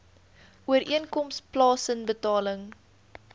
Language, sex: Afrikaans, female